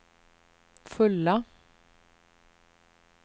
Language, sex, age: Swedish, female, 38